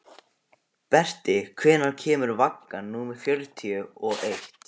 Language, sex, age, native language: Icelandic, male, 15, Icelandic